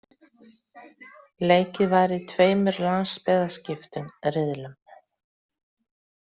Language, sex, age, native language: Icelandic, female, 40-49, Icelandic